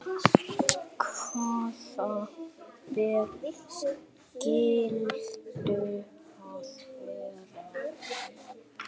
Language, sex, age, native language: Icelandic, male, 7, Icelandic